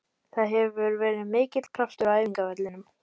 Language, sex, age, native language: Icelandic, female, 18-19, Icelandic